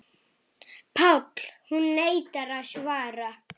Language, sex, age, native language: Icelandic, male, 7, Icelandic